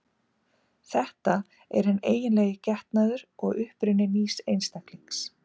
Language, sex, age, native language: Icelandic, female, 50-59, Icelandic